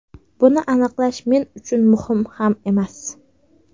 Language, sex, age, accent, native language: Uzbek, female, 18-24, Sirdaryo, Uzbek